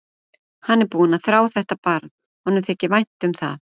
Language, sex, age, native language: Icelandic, female, 40-49, Icelandic